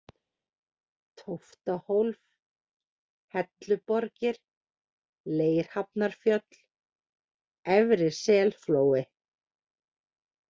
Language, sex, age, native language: Icelandic, female, 40-49, Icelandic